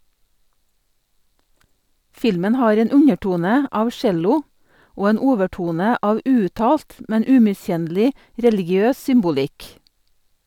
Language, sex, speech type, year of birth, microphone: Norwegian, female, read, 1962, Sennheiser